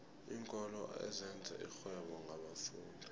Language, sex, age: South Ndebele, male, 20